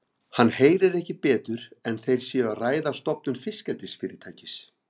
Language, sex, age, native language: Icelandic, male, 50-59, Icelandic